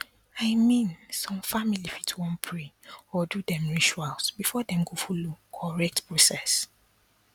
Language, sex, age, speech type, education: Nigerian Pidgin, female, 15-29, spontaneous, tertiary